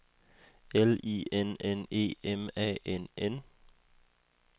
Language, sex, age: Danish, male, 21